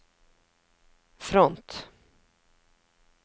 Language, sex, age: Norwegian, female, 50